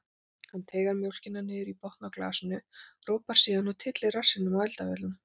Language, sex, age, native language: Icelandic, female, 40-49, Icelandic